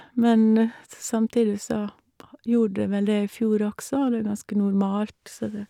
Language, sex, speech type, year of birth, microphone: Norwegian, female, spontaneous, 1962, Shure